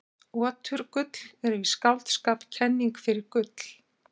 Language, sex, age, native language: Icelandic, female, 60-69, Icelandic